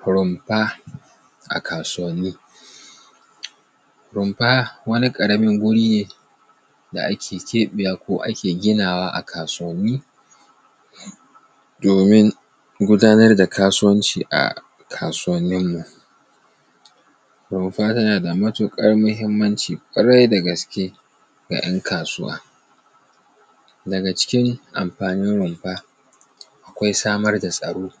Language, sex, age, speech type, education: Hausa, male, 15-29, spontaneous, tertiary